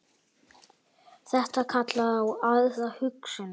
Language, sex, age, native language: Icelandic, male, 9, Icelandic